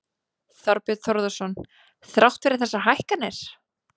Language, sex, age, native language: Icelandic, female, 20-29, Icelandic